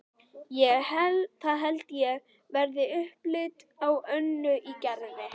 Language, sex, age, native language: Icelandic, female, 11, Icelandic